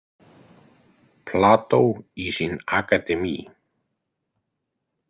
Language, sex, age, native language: Icelandic, male, 50-59, Icelandic